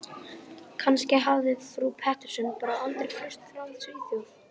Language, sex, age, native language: Icelandic, female, 11, Icelandic